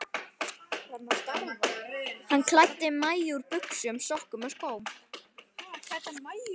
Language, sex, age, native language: Icelandic, female, 12, Icelandic